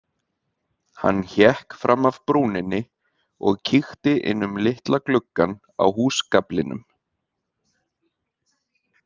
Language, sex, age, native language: Icelandic, male, 30-39, Icelandic